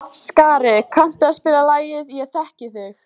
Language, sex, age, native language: Icelandic, female, 14, Icelandic